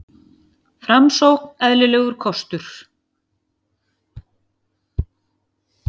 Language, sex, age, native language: Icelandic, female, 50-59, Icelandic